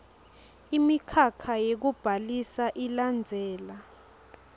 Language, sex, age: Swati, female, 22